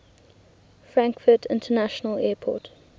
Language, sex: English, female